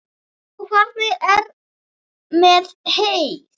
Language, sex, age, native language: Icelandic, female, 7, Icelandic